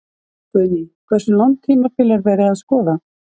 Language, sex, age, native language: Icelandic, female, 50-59, Icelandic